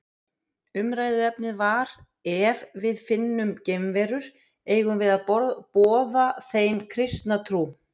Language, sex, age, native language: Icelandic, female, 50-59, Icelandic